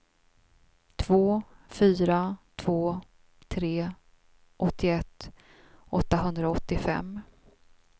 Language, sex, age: Swedish, female, 42